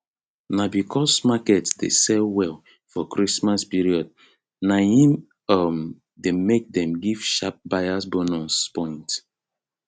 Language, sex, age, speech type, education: Nigerian Pidgin, male, 30-45, spontaneous, tertiary